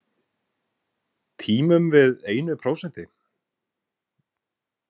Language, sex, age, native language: Icelandic, male, 18-19, Icelandic